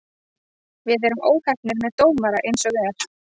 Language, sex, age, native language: Icelandic, female, 30-39, Icelandic